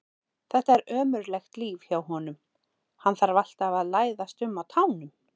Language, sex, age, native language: Icelandic, female, 40-49, Icelandic